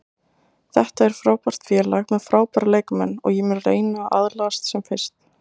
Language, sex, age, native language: Icelandic, female, 20-29, Icelandic